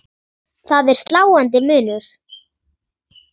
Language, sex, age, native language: Icelandic, female, 10, Icelandic